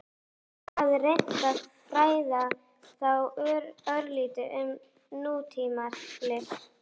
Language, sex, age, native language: Icelandic, female, 11, Icelandic